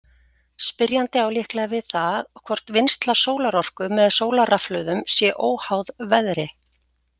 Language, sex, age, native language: Icelandic, female, 40-49, Icelandic